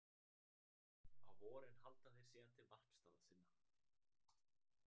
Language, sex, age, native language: Icelandic, male, 18-19, Icelandic